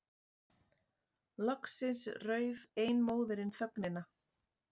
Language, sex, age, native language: Icelandic, female, 40-49, Icelandic